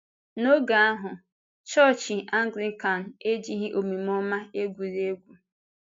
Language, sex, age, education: Igbo, female, 15-29, tertiary